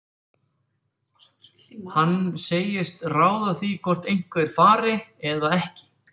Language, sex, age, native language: Icelandic, male, 40-49, Icelandic